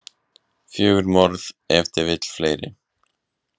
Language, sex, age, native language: Icelandic, male, 20-29, Icelandic